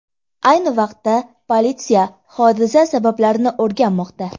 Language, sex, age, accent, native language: Uzbek, female, 18-24, Andijon, Uzbek